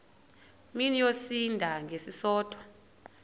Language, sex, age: Xhosa, female, 30